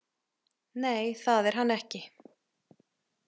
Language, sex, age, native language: Icelandic, female, 30-39, Icelandic